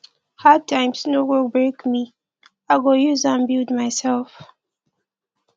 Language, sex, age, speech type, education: Nigerian Pidgin, female, 15-29, spontaneous, tertiary